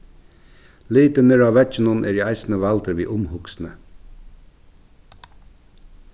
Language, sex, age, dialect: Faroese, male, 36-60, Suðurstreymoy